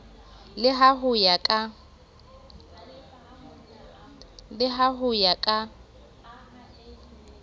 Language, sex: Southern Sotho, female